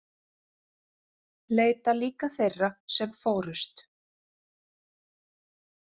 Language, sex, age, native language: Icelandic, female, 40-49, Icelandic